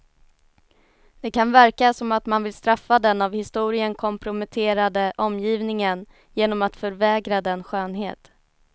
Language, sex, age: Swedish, female, 19